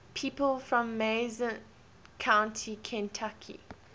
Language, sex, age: English, female, 20